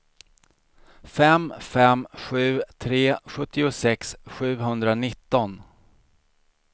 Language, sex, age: Swedish, male, 40